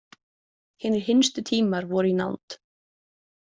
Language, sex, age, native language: Icelandic, female, 20-29, Icelandic